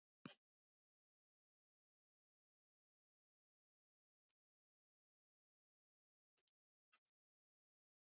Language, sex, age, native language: Icelandic, female, 70-79, Icelandic